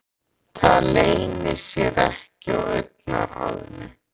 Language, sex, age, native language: Icelandic, male, 14, Icelandic